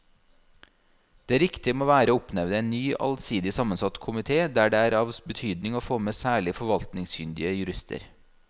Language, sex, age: Norwegian, male, 32